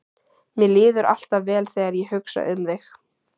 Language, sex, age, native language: Icelandic, female, 14, Icelandic